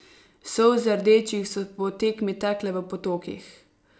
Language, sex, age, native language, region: Slovenian, female, 18-29, Slovenian, Savinja region